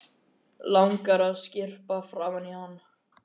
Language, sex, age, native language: Icelandic, male, 12, Icelandic